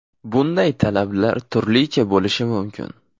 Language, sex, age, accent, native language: Uzbek, male, 18-24, Farg'ona, Uzbek